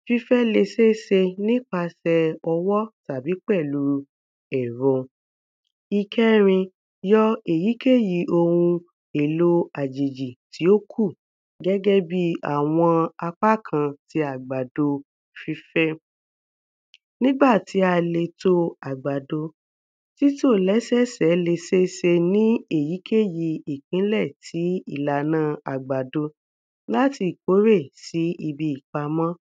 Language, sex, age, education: Yoruba, female, 15-29, tertiary